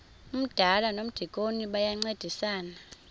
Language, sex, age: Xhosa, female, 26